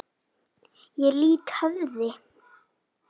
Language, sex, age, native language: Icelandic, female, 9, Icelandic